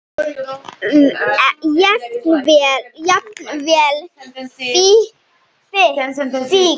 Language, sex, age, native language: Icelandic, female, 7, Icelandic